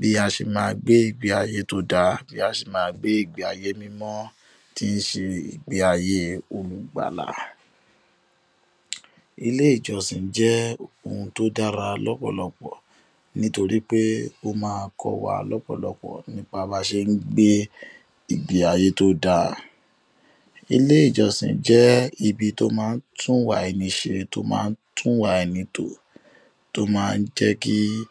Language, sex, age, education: Yoruba, male, 15-29, tertiary